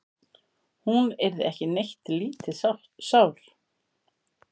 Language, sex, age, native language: Icelandic, female, 50-59, Icelandic